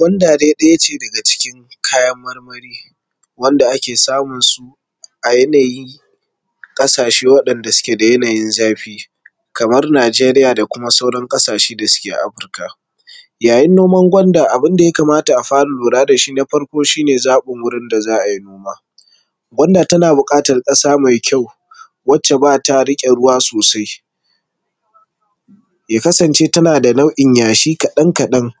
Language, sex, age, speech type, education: Hausa, male, 15-29, spontaneous, tertiary